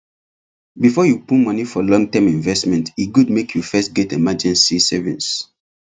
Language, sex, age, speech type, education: Nigerian Pidgin, male, 15-29, spontaneous, tertiary